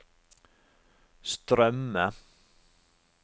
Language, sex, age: Norwegian, male, 45